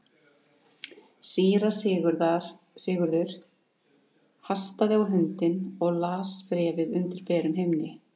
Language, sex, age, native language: Icelandic, female, 30-39, Icelandic